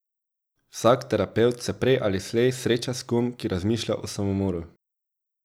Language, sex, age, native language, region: Slovenian, male, 18-29, Slovenian, Drava region